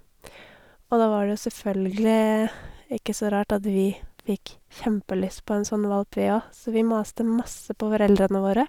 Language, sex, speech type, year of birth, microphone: Norwegian, female, spontaneous, 1982, Sennheiser